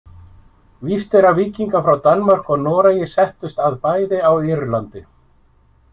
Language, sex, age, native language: Icelandic, male, 50-59, Icelandic